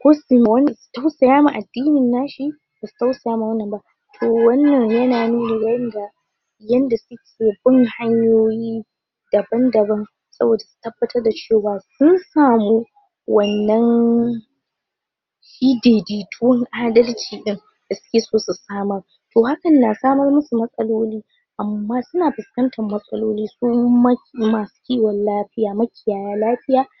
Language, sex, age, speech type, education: Hausa, female, 15-29, spontaneous, tertiary